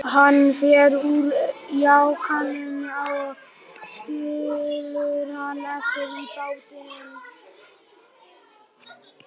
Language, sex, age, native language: Icelandic, male, 11, Icelandic